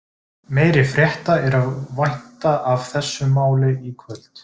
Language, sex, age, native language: Icelandic, male, 20-29, Icelandic